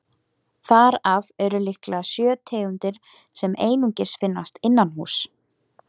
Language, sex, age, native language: Icelandic, female, 18-19, Icelandic